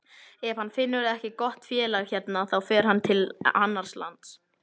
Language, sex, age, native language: Icelandic, male, 18-19, Icelandic